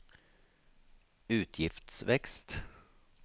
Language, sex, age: Norwegian, male, 53